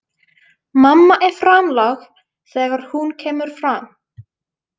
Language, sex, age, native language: Icelandic, female, 20-29, Finnish